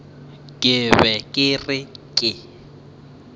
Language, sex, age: Northern Sotho, male, 24